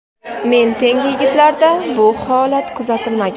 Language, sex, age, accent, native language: Uzbek, female, under 19, Toshkent viloyati, Uzbek